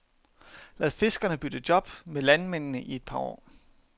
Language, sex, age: Danish, male, 31